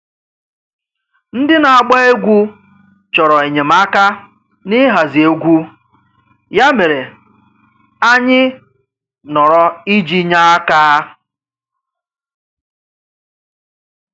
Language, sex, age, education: Igbo, male, 30-45, tertiary